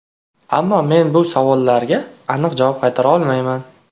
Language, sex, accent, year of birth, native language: Uzbek, male, Toshkent viloyati, 2000, Uzbek